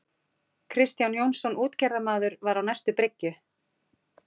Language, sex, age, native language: Icelandic, female, 40-49, Icelandic